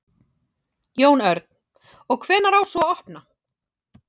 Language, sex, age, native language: Icelandic, female, 30-39, Icelandic